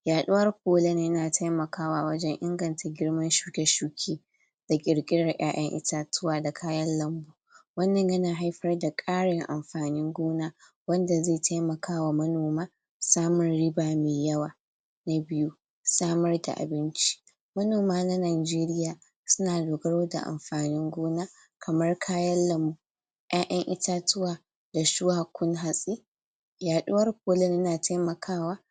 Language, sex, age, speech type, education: Hausa, female, 46-60, spontaneous, tertiary